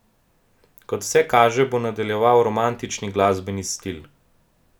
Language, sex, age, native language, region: Slovenian, male, 18-29, Slovenian, Gorenjska region